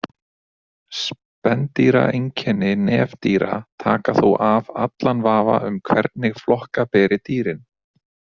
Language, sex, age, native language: Icelandic, male, 30-39, Icelandic